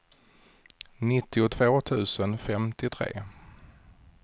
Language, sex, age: Swedish, male, 40